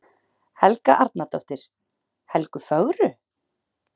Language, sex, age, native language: Icelandic, female, 30-39, Icelandic